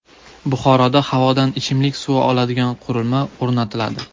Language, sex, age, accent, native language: Uzbek, male, 19-29, Farg'ona, Uzbek